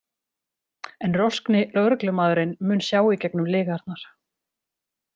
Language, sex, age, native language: Icelandic, female, 30-39, Icelandic